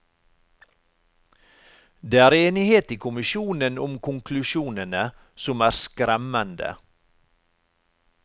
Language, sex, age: Norwegian, male, 45